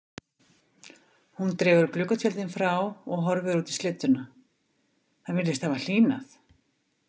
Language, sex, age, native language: Icelandic, female, 50-59, Icelandic